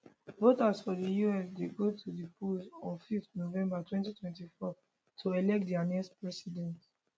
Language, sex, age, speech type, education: Nigerian Pidgin, female, 15-29, spontaneous, tertiary